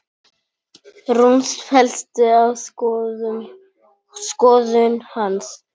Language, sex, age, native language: Icelandic, male, 9, Polish